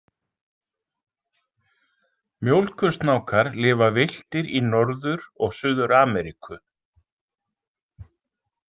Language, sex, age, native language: Icelandic, male, 40-49, Icelandic